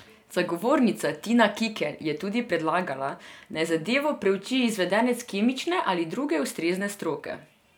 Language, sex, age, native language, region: Slovenian, female, 18-29, Serbian, Drava region